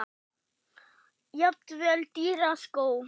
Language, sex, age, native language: Icelandic, male, 6, German